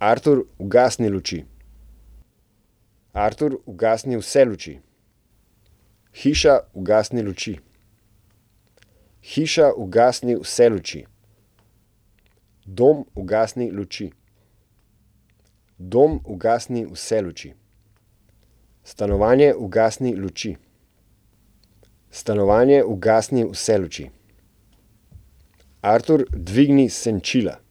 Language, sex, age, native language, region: Slovenian, male, 30-49, Slovenian, Central Slovenia